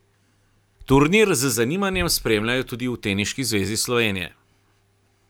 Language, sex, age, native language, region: Slovenian, male, 30-49, Slovenian, Carinthia region